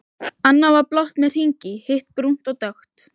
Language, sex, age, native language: Icelandic, female, 12, Icelandic